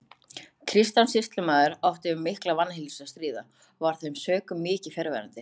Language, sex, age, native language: Icelandic, other, 30-39, Icelandic